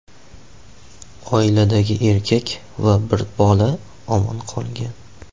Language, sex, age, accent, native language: Uzbek, male, 18-24, Andijon, Uzbek